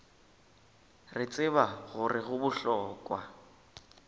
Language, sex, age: Northern Sotho, male, 19